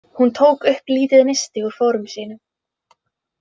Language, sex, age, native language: Icelandic, female, 20-29, Icelandic